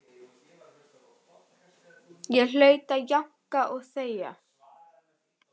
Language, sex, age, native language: Icelandic, female, 11, Icelandic